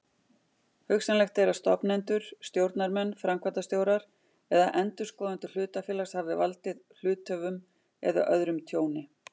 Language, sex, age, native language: Icelandic, female, 50-59, Icelandic